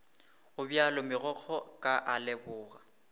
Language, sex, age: Northern Sotho, male, 18